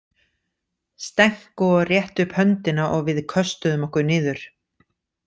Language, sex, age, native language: Icelandic, female, 40-49, Icelandic